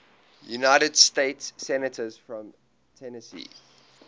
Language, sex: English, male